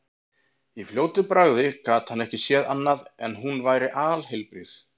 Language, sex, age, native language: Icelandic, male, 40-49, Icelandic